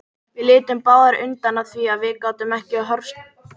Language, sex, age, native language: Icelandic, female, 18-19, Icelandic